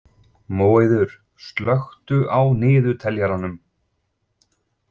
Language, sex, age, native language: Icelandic, male, 40-49, Icelandic